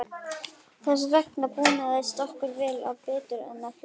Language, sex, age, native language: Icelandic, female, 11, Icelandic